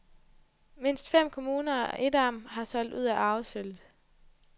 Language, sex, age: Danish, female, 20